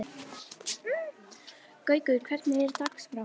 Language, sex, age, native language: Icelandic, female, 18-19, Icelandic